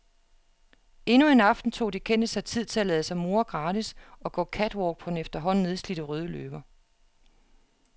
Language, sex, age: Danish, female, 36